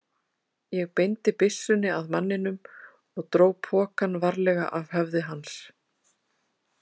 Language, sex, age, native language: Icelandic, female, 30-39, Icelandic